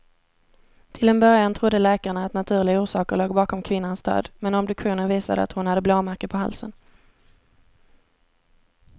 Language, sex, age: Swedish, female, 17